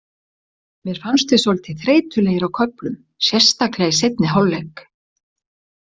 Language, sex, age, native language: Icelandic, female, 60-69, Icelandic